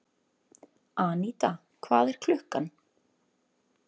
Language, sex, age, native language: Icelandic, female, 30-39, Icelandic